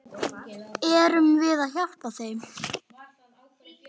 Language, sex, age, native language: Icelandic, female, 10, Icelandic